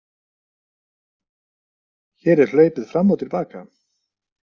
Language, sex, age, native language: Icelandic, male, 60-69, Icelandic